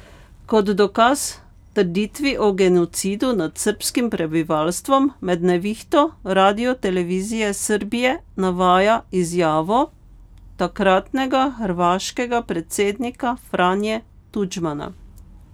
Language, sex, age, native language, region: Slovenian, female, 50-59, Slovenian, Pomurje region